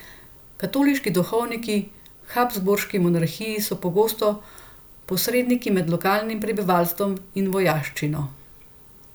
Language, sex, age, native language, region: Slovenian, female, 50-59, Slovenian, Central Slovenia